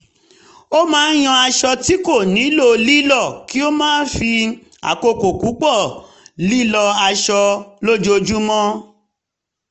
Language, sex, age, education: Yoruba, female, 30-45, tertiary